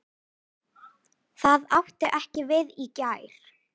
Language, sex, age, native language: Icelandic, female, 18-19, Icelandic